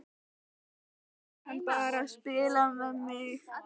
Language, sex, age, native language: Icelandic, female, 12, Icelandic